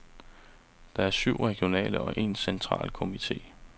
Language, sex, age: Danish, male, 35